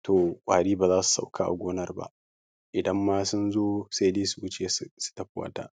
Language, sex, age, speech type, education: Hausa, male, 15-29, spontaneous, primary